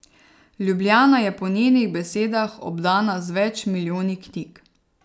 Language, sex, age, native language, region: Slovenian, female, 30-49, Slovenian, Savinja region